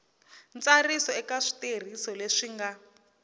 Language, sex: Tsonga, female